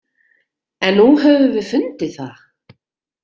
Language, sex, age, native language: Icelandic, female, 40-49, Icelandic